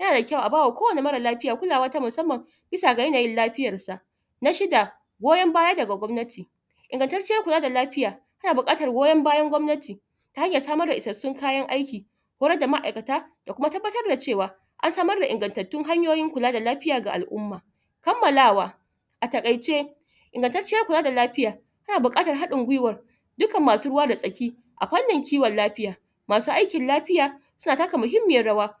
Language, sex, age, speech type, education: Hausa, female, 30-45, spontaneous, tertiary